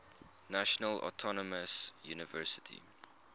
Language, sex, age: English, male, 21